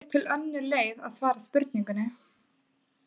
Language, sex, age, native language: Icelandic, female, 20-29, Icelandic